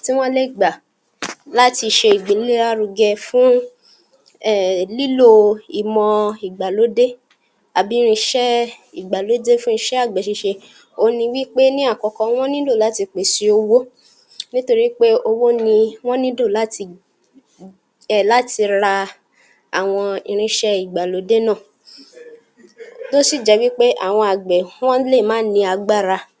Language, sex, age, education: Yoruba, female, 46-60, tertiary